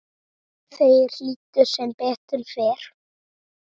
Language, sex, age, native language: Icelandic, male, 7, Icelandic